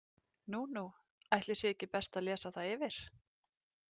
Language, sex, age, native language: Icelandic, female, 30-39, Icelandic